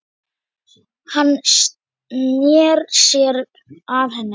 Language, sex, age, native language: Icelandic, female, 10, Icelandic